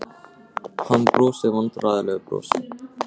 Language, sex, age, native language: Icelandic, male, 18-19, Icelandic